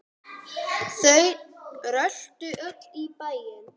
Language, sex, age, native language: Icelandic, female, 9, Icelandic